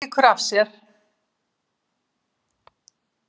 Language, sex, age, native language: Icelandic, female, 70-79, Icelandic